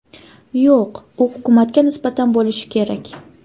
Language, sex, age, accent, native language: Uzbek, female, 25-34, Jizzax, Uzbek